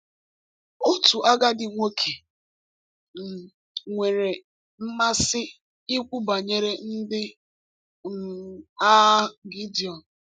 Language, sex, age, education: Igbo, female, 15-29, tertiary